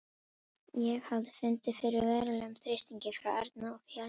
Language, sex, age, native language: Icelandic, female, 11, Icelandic